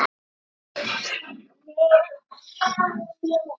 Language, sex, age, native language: Icelandic, female, 50-59, Icelandic